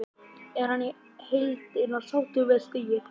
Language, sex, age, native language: Icelandic, male, 11, Icelandic